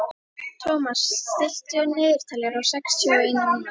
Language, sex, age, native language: Icelandic, female, 13, Icelandic